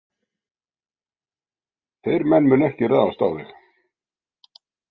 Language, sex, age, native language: Icelandic, male, 60-69, Icelandic